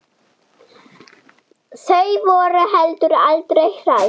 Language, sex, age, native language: Icelandic, female, 9, German